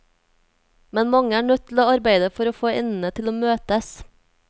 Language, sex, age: Norwegian, female, 24